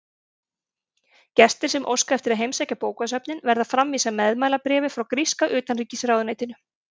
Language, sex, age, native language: Icelandic, female, 30-39, Icelandic